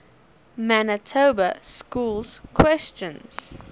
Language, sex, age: English, female, 19